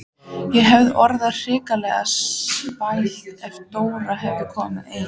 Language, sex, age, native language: Icelandic, female, 14, Icelandic